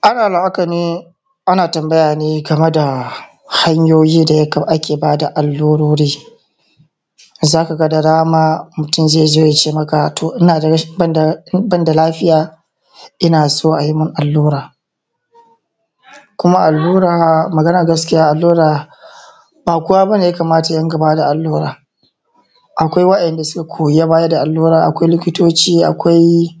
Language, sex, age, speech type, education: Hausa, male, 30-45, spontaneous, tertiary